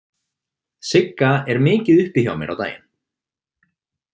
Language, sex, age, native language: Icelandic, male, 20-29, Icelandic